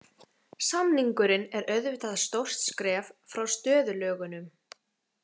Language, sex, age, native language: Icelandic, female, 18-19, Icelandic